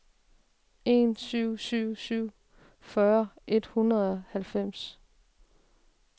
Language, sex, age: Danish, female, 36